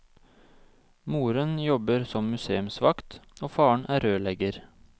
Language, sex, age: Norwegian, male, 26